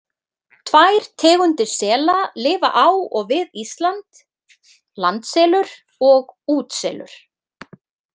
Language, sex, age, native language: Icelandic, female, 30-39, Icelandic